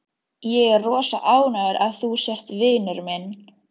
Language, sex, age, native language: Icelandic, female, 13, Icelandic